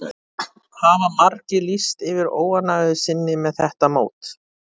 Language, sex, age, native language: Icelandic, male, 30-39, Icelandic